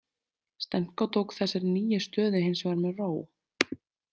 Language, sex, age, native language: Icelandic, female, 30-39, Icelandic